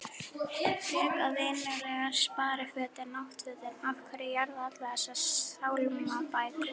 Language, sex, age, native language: Icelandic, female, 11, Icelandic